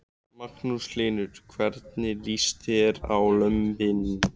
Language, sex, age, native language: Icelandic, male, 15, Icelandic